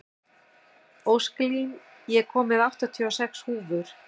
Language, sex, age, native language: Icelandic, female, 60-69, Icelandic